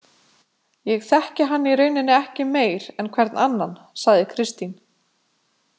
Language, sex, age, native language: Icelandic, female, 20-29, Icelandic